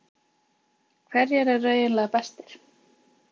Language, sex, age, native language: Icelandic, female, 20-29, Icelandic